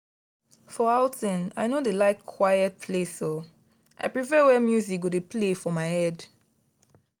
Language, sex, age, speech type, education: Nigerian Pidgin, female, 15-29, spontaneous, tertiary